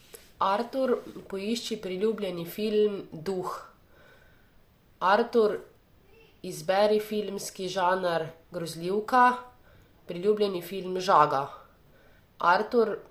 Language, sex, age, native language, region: Slovenian, female, 18-29, Slovenian, Savinja region